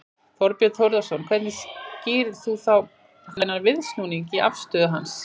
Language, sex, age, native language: Icelandic, female, 40-49, Icelandic